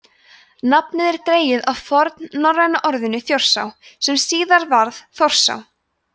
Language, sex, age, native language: Icelandic, female, 20-29, Icelandic